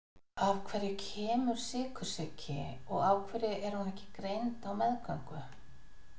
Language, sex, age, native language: Icelandic, female, 50-59, Icelandic